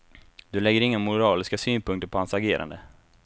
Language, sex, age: Swedish, male, 24